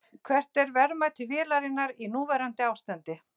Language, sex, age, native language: Icelandic, female, 60-69, Icelandic